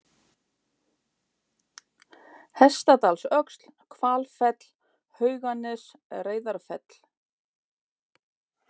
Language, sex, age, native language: Icelandic, female, 50-59, Icelandic